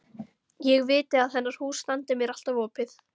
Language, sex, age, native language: Icelandic, female, 13, Icelandic